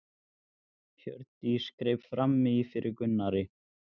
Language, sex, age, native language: Icelandic, male, 14, Icelandic